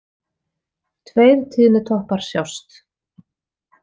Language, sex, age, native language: Icelandic, female, 40-49, Icelandic